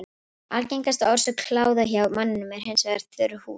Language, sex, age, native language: Icelandic, female, 18-19, Icelandic